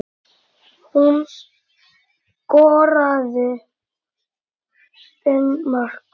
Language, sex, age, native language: Icelandic, male, 9, Icelandic